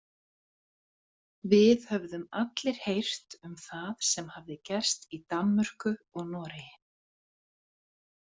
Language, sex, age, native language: Icelandic, female, 40-49, Icelandic